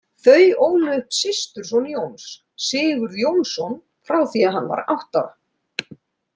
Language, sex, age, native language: Icelandic, female, 30-39, Icelandic